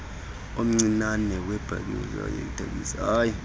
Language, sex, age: Xhosa, male, 26